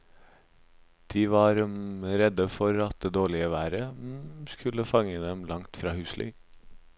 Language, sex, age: Norwegian, male, 26